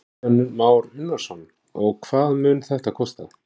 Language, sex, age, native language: Icelandic, male, 20-29, Icelandic